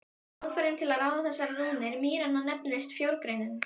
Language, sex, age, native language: Icelandic, female, 12, Icelandic